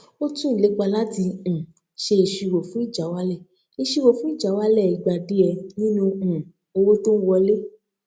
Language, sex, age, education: Yoruba, female, 15-29, tertiary